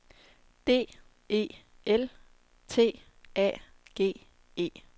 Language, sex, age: Danish, female, 27